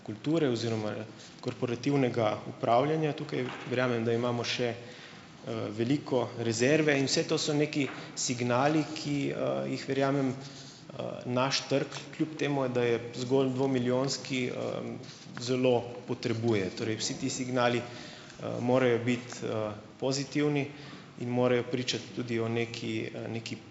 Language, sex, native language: Slovenian, male, Slovenian